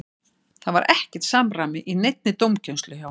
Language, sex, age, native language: Icelandic, female, 60-69, Icelandic